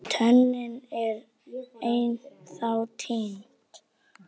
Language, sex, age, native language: Icelandic, male, 10, Icelandic